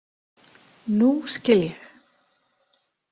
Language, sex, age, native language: Icelandic, female, 30-39, Icelandic